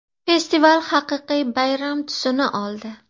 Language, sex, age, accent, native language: Uzbek, female, 30-39, Farg'ona, Uzbek